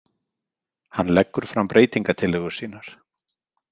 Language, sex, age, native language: Icelandic, male, 50-59, Icelandic